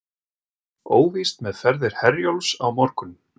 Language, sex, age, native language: Icelandic, male, 30-39, Icelandic